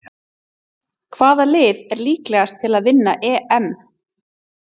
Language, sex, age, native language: Icelandic, female, 30-39, Icelandic